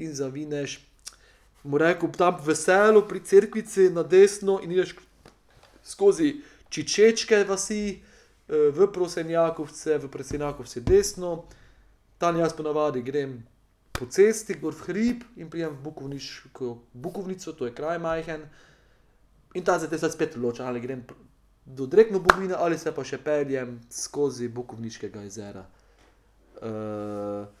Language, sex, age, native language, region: Slovenian, male, 30-49, Slovenian, Pomurje region